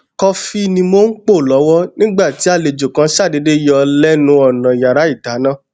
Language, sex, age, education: Yoruba, male, 30-45, tertiary